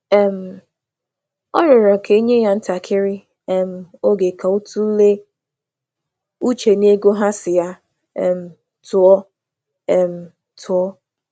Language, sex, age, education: Igbo, female, 30-45, tertiary